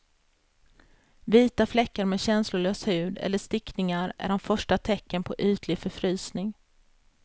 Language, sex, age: Swedish, female, 33